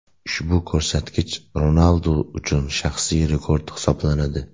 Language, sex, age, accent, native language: Uzbek, male, 18-24, Namangan, Uzbek